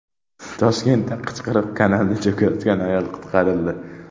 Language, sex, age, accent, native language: Uzbek, male, 12-17, Namangan, Uzbek